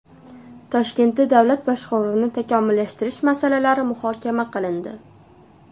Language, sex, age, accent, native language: Uzbek, female, 19-29, Toshkent shahri, Uzbek